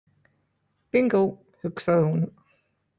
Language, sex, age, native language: Icelandic, male, 20-29, Icelandic